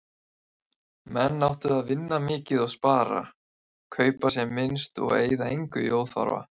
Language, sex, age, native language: Icelandic, male, 20-29, Icelandic